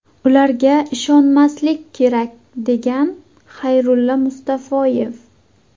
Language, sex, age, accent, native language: Uzbek, female, 19-29, Surxondaryo, Uzbek